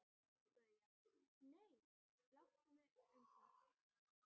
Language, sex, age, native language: Icelandic, female, 12, Icelandic